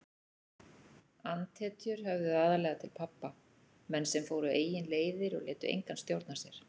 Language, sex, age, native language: Icelandic, female, 40-49, Icelandic